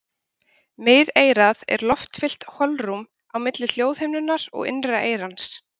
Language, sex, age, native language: Icelandic, female, 30-39, Icelandic